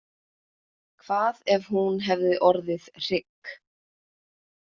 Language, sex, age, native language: Icelandic, female, 20-29, Icelandic